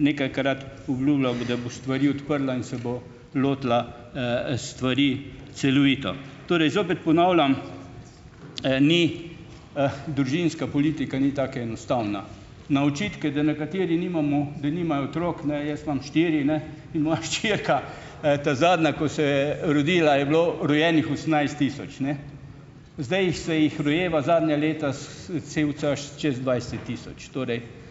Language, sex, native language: Slovenian, male, Slovenian